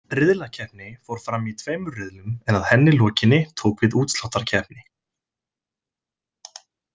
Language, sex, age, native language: Icelandic, male, 20-29, Icelandic